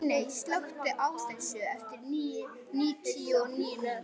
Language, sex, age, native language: Icelandic, male, 11, Icelandic